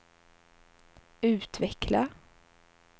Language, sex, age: Swedish, female, 21